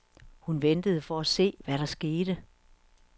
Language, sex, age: Danish, female, 61